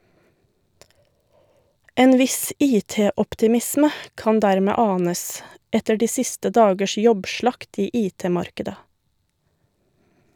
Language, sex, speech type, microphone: Norwegian, female, read, Shure